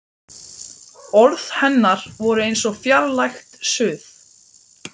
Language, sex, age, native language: Icelandic, male, 12, Icelandic